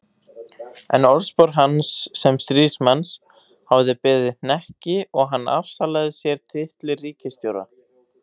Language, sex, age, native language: Icelandic, male, 18-19, Icelandic